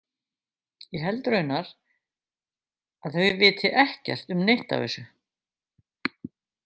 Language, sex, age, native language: Icelandic, female, 50-59, Icelandic